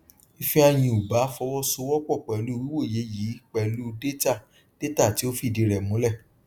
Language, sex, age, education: Yoruba, male, 30-45, tertiary